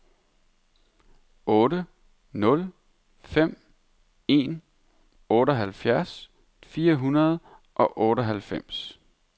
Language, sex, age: Danish, male, 31